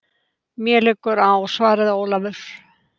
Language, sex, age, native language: Icelandic, female, 70-79, Icelandic